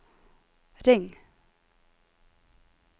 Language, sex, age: Norwegian, female, 26